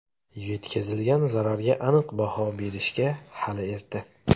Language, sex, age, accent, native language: Uzbek, male, 18-24, Namangan, Uzbek